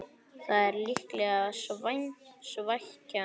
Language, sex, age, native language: Icelandic, male, 8, Icelandic